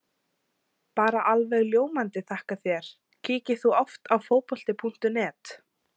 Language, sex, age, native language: Icelandic, female, 17, Icelandic